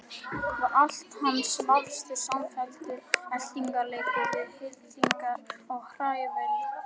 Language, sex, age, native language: Icelandic, male, 11, Icelandic